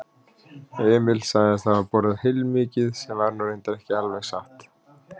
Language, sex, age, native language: Icelandic, male, 30-39, Icelandic